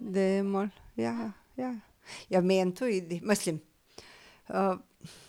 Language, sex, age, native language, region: Slovenian, female, 50-59, Slovenian, Drava region